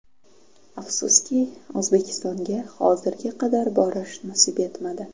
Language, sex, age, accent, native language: Uzbek, female, 12-17, Toshkent viloyati, Uzbek